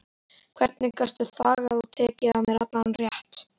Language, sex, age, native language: Icelandic, female, 11, Icelandic